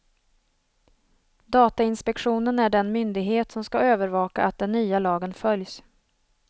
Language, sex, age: Swedish, female, 27